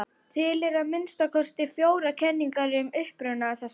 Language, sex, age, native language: Icelandic, female, 40-49, Icelandic